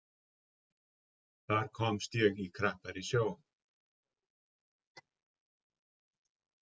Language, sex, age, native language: Icelandic, male, 50-59, Icelandic